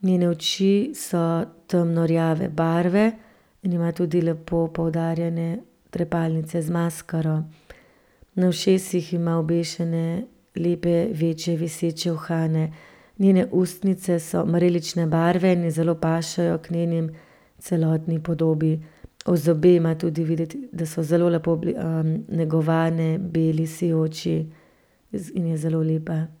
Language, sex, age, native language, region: Slovenian, female, 30-49, Slovenian, Central Slovenia